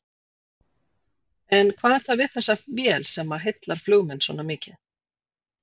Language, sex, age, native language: Icelandic, female, 40-49, Icelandic